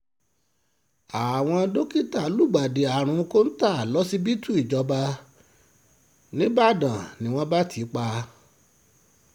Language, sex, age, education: Yoruba, male, 46-60, tertiary